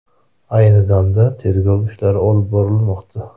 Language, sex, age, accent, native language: Uzbek, male, 30-39, Toshkent shahri, Uzbek